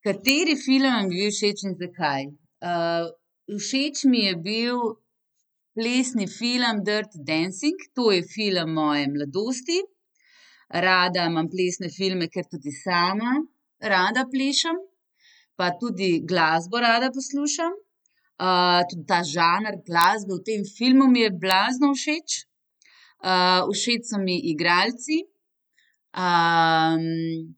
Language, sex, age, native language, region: Slovenian, female, 30-49, Slovenian, Central Slovenia